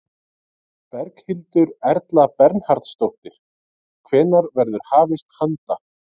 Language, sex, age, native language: Icelandic, male, 30-39, Icelandic